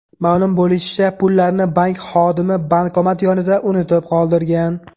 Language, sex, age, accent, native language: Uzbek, male, 18-24, Farg'ona, Uzbek